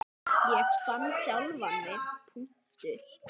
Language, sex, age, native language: Icelandic, male, 9, Icelandic